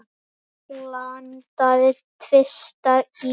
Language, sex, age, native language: Icelandic, male, 8, Icelandic